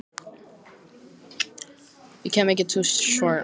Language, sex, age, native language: Icelandic, female, 14, Icelandic